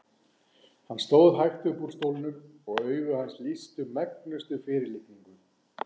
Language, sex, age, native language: Icelandic, male, 40-49, Icelandic